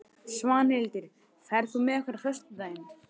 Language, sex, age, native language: Icelandic, male, 11, Icelandic